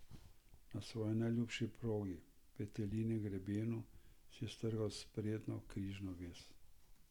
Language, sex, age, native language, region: Slovenian, male, 60+, Slovenian, Central Slovenia